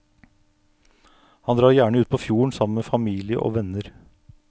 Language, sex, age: Norwegian, male, 49